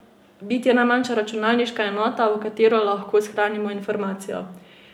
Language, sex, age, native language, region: Slovenian, female, 18-29, Slovenian, Savinja region